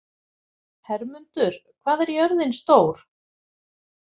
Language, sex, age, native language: Icelandic, female, 50-59, Icelandic